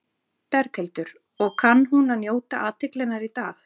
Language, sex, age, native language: Icelandic, female, 40-49, Icelandic